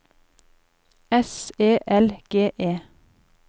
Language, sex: Norwegian, female